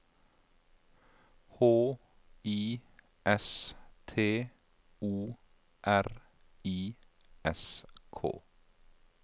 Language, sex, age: Norwegian, male, 52